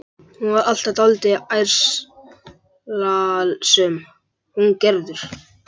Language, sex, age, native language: Icelandic, male, 11, Icelandic